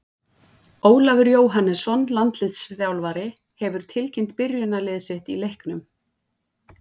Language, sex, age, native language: Icelandic, female, 40-49, Icelandic